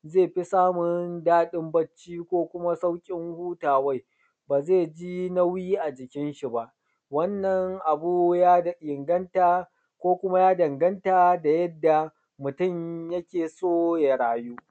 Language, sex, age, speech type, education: Hausa, male, 30-45, spontaneous, tertiary